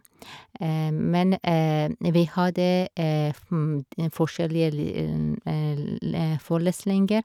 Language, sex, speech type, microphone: Norwegian, female, spontaneous, Shure